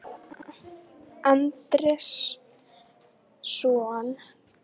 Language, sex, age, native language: Icelandic, female, 18-19, Icelandic